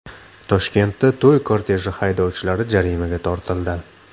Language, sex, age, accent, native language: Uzbek, male, 25-34, Namangan, Uzbek